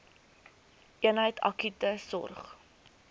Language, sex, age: Afrikaans, female, 19